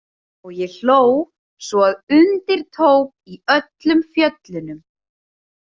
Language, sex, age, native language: Icelandic, female, 30-39, Icelandic